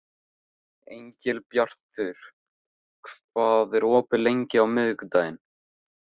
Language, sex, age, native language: Icelandic, male, 15, Icelandic